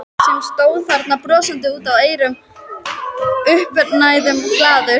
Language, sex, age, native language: Icelandic, female, 13, Icelandic